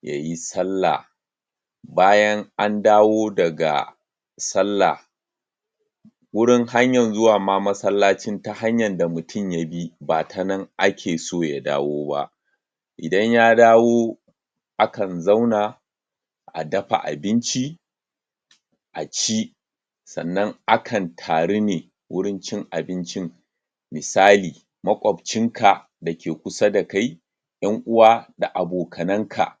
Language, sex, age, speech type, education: Hausa, male, 30-45, spontaneous, tertiary